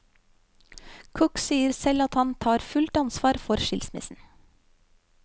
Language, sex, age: Norwegian, female, 35